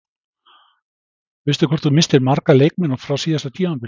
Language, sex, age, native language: Icelandic, male, 60-69, Icelandic